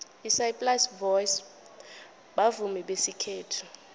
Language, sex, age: South Ndebele, female, 21